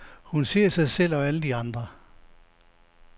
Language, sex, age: Danish, male, 69